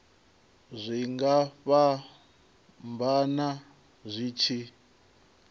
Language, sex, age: Venda, male, 23